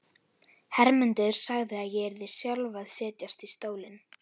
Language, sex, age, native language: Icelandic, female, 11, Icelandic